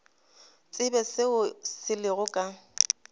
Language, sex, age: Northern Sotho, female, 25